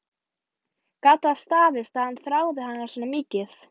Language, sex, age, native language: Icelandic, female, 12, Icelandic